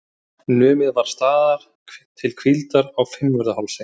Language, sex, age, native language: Icelandic, male, 30-39, Icelandic